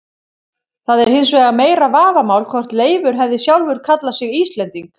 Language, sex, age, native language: Icelandic, female, 30-39, Icelandic